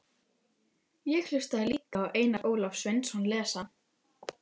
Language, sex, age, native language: Icelandic, female, 12, Icelandic